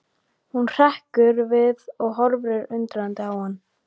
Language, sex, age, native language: Icelandic, male, 12, Icelandic